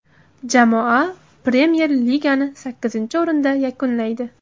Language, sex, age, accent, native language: Uzbek, female, 18-24, Samarqand, Uzbek